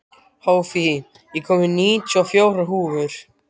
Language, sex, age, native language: Icelandic, male, 13, Icelandic